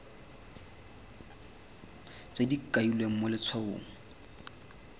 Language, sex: Tswana, male